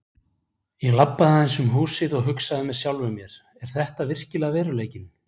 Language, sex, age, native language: Icelandic, male, 40-49, Icelandic